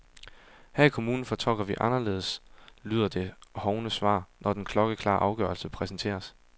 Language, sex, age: Danish, male, 22